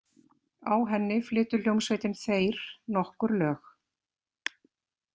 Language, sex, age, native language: Icelandic, female, 50-59, Icelandic